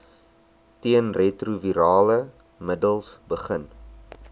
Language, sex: Afrikaans, male